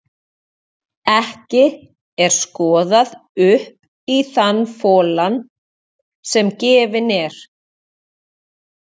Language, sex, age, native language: Icelandic, female, 40-49, Icelandic